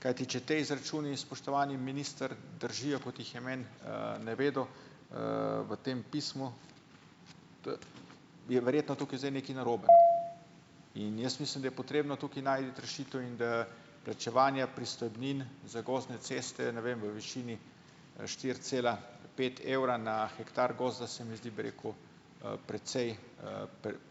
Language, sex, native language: Slovenian, male, Slovenian